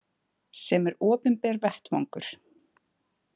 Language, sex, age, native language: Icelandic, female, 20-29, Icelandic